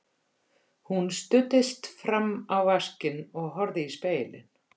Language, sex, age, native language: Icelandic, female, 50-59, Icelandic